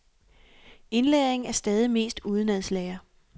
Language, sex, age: Danish, female, 28